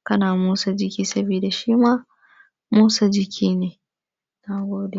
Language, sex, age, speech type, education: Hausa, female, 15-29, spontaneous, primary